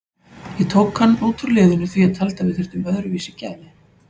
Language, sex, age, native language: Icelandic, female, 40-49, Icelandic